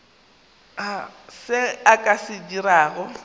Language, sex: Northern Sotho, female